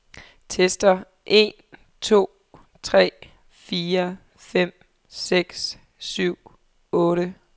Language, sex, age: Danish, female, 23